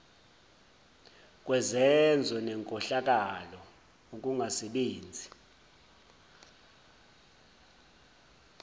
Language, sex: Zulu, male